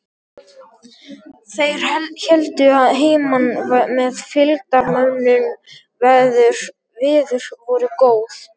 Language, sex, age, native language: Icelandic, male, 12, Icelandic